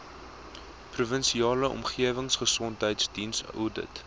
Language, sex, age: Afrikaans, male, 19